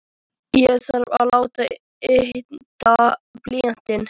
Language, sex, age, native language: Icelandic, female, 13, Icelandic